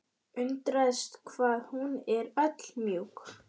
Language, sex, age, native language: Icelandic, female, 12, Icelandic